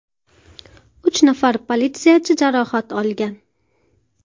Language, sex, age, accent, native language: Uzbek, female, 19-29, Farg'ona, Uzbek